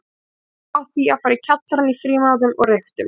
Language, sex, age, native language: Icelandic, female, 20-29, Icelandic